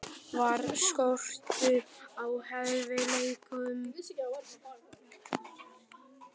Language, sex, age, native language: Icelandic, male, 12, Icelandic